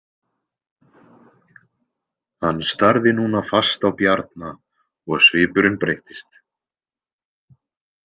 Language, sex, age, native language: Icelandic, male, 20-29, Icelandic